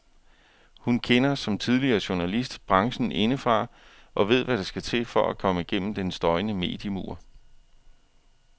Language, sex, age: Danish, male, 41